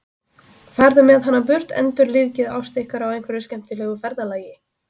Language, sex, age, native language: Icelandic, female, 20-29, Icelandic